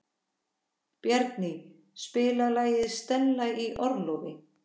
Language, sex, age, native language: Icelandic, female, 14, Icelandic